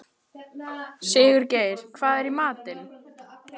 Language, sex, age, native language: Icelandic, female, 13, Icelandic